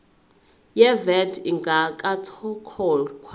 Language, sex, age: Zulu, female, 21